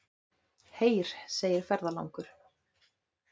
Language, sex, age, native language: Icelandic, female, 30-39, Icelandic